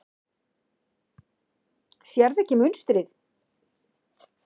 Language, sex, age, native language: Icelandic, female, 60-69, Icelandic